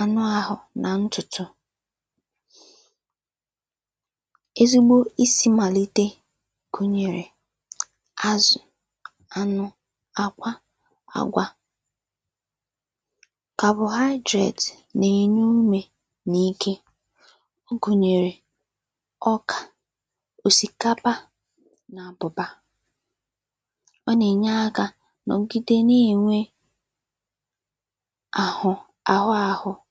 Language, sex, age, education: Igbo, female, 15-29, secondary